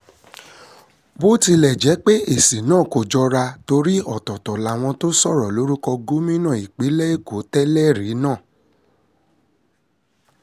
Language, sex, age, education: Yoruba, male, 30-45, secondary